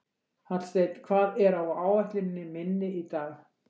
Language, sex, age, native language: Icelandic, female, 60-69, Icelandic